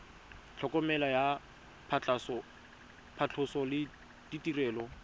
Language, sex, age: Tswana, male, 25